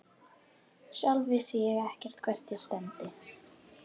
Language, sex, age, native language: Icelandic, female, 12, Icelandic